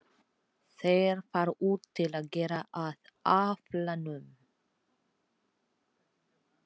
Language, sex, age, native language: Icelandic, female, 40-49, Filipino